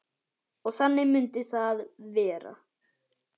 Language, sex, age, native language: Icelandic, male, 10, Icelandic